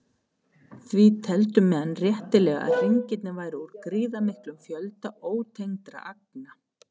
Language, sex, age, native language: Icelandic, female, 50-59, Icelandic